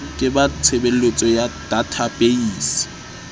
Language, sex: Southern Sotho, male